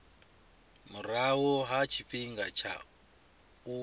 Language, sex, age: Venda, male, 25